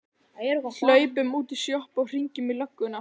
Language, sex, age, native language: Icelandic, male, 11, Icelandic